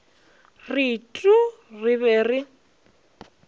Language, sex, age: Northern Sotho, female, 20